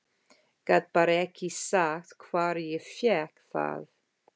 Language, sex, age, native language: Icelandic, female, 50-59, English